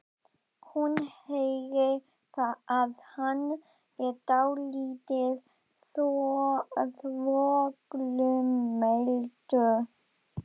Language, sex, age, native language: Icelandic, female, 12, Icelandic